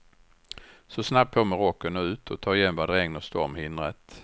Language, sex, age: Swedish, male, 61